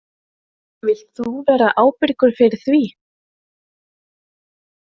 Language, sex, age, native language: Icelandic, female, 20-29, Icelandic